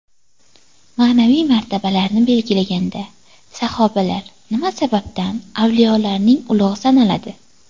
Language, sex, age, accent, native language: Uzbek, female, 18-24, Toshkent viloyati, Uzbek